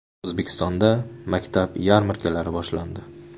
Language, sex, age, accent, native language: Uzbek, male, 19-29, Samarqand, Uzbek